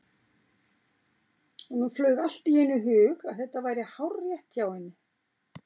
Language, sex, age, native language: Icelandic, female, 60-69, Icelandic